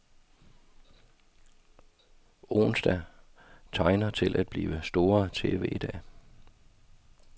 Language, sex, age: Danish, male, 52